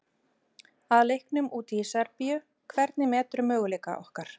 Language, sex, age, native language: Icelandic, female, 40-49, Icelandic